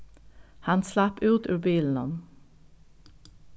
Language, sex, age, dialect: Faroese, female, 36-60, Norðuroyggjar